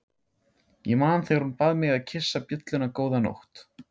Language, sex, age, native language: Icelandic, male, 16, Icelandic